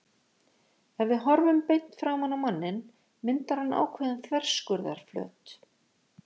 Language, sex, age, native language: Icelandic, female, 50-59, Icelandic